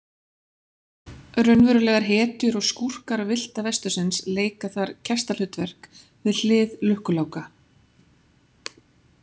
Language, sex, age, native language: Icelandic, female, 40-49, Icelandic